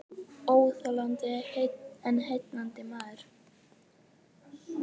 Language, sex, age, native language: Icelandic, female, 18-19, Icelandic